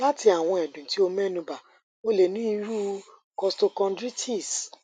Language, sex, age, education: Yoruba, female, 30-45, tertiary